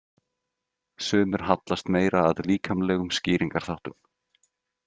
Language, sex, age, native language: Icelandic, male, 30-39, Icelandic